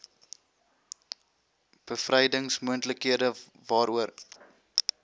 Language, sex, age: Afrikaans, male, 21